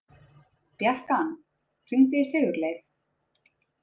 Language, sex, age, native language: Icelandic, female, 30-39, Icelandic